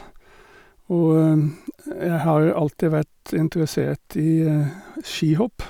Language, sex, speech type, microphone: Norwegian, male, spontaneous, Sennheiser